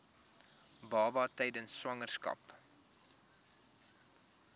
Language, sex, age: Afrikaans, male, 21